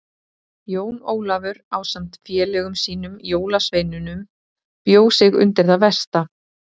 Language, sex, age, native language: Icelandic, female, 30-39, Icelandic